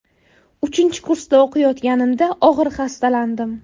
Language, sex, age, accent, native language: Uzbek, female, 18-24, Buxoro, Uzbek